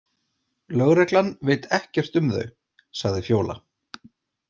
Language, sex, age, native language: Icelandic, male, 40-49, Icelandic